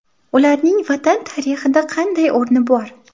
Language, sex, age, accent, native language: Uzbek, female, 18-24, Samarqand, Uzbek